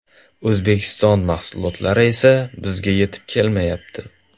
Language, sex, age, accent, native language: Uzbek, male, 12-17, Toshkent viloyati, Kazakh